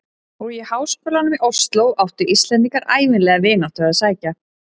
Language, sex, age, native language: Icelandic, female, 30-39, Icelandic